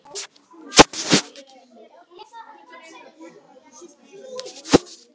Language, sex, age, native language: Icelandic, male, 9, Icelandic